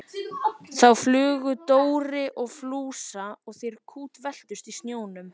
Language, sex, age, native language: Icelandic, male, 14, Icelandic